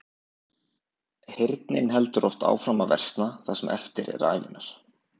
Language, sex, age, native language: Icelandic, male, 20-29, Icelandic